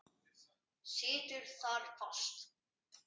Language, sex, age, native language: Icelandic, male, 10, Icelandic